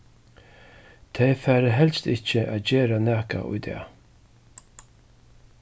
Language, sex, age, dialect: Faroese, male, 36-60, Suðurstreymoy